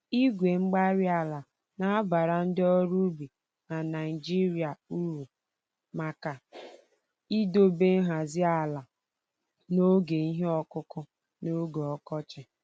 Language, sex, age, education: Igbo, female, 15-29, tertiary